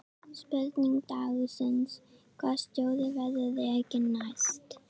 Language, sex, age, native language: Icelandic, female, 11, Icelandic